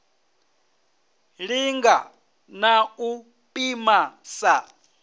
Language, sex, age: Venda, male, 26